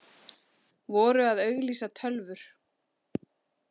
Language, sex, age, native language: Icelandic, female, 40-49, Icelandic